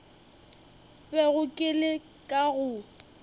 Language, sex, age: Northern Sotho, female, 21